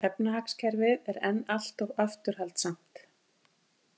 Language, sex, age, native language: Icelandic, female, 50-59, Icelandic